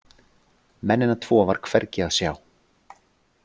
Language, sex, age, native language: Icelandic, male, 40-49, Icelandic